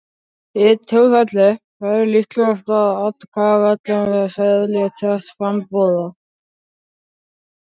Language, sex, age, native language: Icelandic, male, 18-19, Icelandic